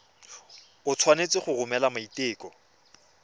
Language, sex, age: Tswana, male, 24